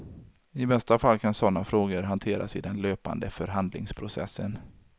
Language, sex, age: Swedish, male, 33